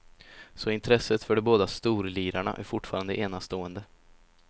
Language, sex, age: Swedish, male, 17